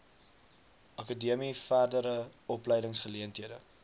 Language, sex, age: Afrikaans, male, 19